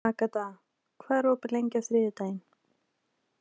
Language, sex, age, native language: Icelandic, female, 20-29, Icelandic